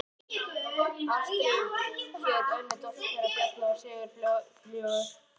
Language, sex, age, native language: Icelandic, male, 11, Icelandic